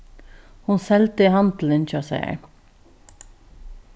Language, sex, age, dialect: Faroese, female, 36-60, Norðurstreymoy/Eysturoy